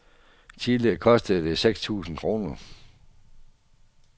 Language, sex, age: Danish, male, 48